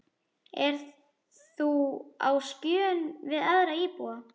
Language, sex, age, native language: Icelandic, female, 11, Icelandic